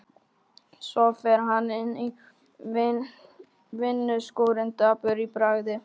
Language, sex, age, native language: Icelandic, male, 12, Polish